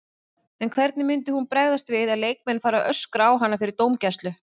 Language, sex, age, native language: Icelandic, female, 30-39, Icelandic